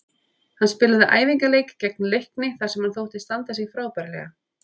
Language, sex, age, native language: Icelandic, female, 30-39, Icelandic